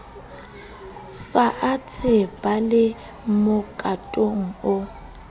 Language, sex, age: Southern Sotho, female, 22